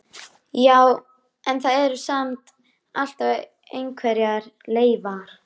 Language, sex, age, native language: Icelandic, female, 13, Icelandic